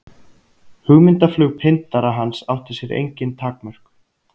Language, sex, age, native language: Icelandic, male, 30-39, Icelandic